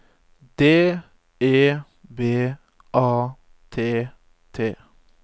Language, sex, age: Norwegian, male, 25